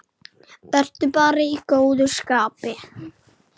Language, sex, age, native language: Icelandic, male, 7, Icelandic